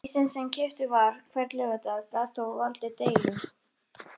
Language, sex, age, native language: Icelandic, female, 13, Icelandic